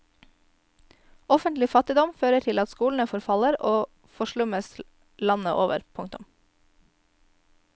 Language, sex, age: Norwegian, female, 22